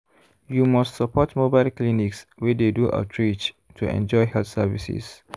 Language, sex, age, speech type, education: Nigerian Pidgin, male, 15-29, spontaneous, tertiary